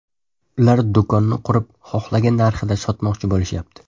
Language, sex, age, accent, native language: Uzbek, male, 12-17, Toshkent shahri, Uzbek